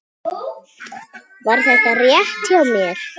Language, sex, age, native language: Icelandic, female, 7, Icelandic